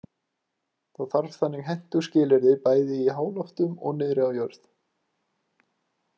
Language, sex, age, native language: Icelandic, male, 20-29, Icelandic